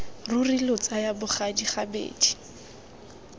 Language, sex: Tswana, female